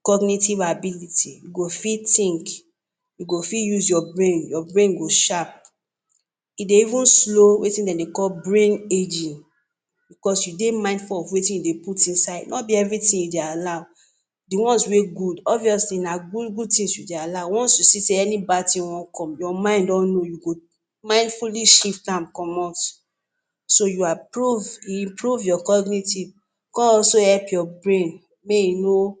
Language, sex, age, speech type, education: Nigerian Pidgin, female, 30-45, spontaneous, tertiary